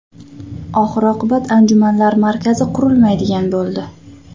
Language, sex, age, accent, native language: Uzbek, female, 25-34, Toshkent viloyati, Uzbek